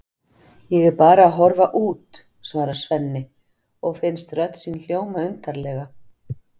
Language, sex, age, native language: Icelandic, female, 50-59, Icelandic